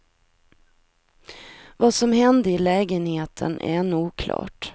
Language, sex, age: Swedish, female, 43